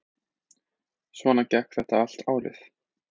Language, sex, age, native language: Icelandic, male, 20-29, Icelandic